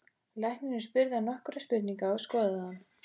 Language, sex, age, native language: Icelandic, female, 14, Icelandic